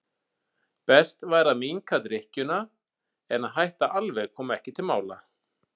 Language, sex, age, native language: Icelandic, male, 40-49, Icelandic